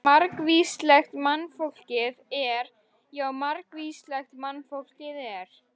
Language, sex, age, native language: Icelandic, female, 13, Icelandic